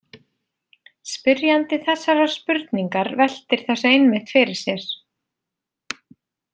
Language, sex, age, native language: Icelandic, female, 30-39, Icelandic